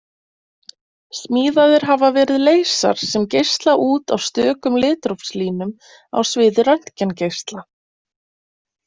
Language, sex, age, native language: Icelandic, female, 20-29, Icelandic